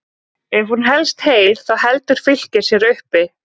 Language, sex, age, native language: Icelandic, female, 20-29, Icelandic